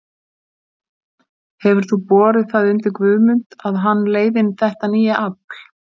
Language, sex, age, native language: Icelandic, female, 50-59, Icelandic